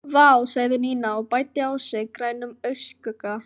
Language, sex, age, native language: Icelandic, female, 15, Filipino